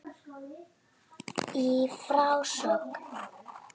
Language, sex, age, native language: Icelandic, female, 9, Icelandic